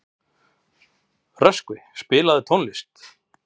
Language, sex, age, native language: Icelandic, male, 30-39, Icelandic